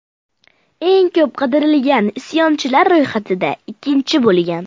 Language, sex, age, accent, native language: Uzbek, male, under 19, Farg'ona, Uzbek